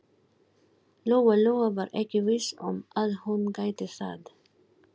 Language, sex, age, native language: Icelandic, female, 40-49, Filipino